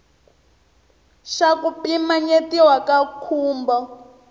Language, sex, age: Tsonga, female, 22